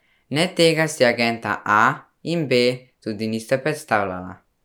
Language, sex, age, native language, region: Slovenian, male, 12-17, Slovenian, Central Slovenia